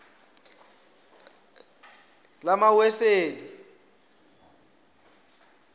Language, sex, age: South Ndebele, male, 20